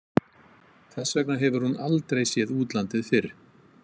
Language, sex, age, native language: Icelandic, male, 50-59, Icelandic